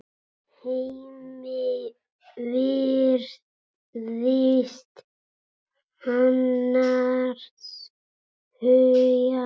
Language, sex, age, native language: Icelandic, male, 8, Icelandic